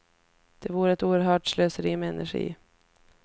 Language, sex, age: Swedish, female, 33